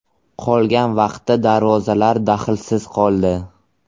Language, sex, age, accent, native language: Uzbek, male, 18-24, Buxoro, Uzbek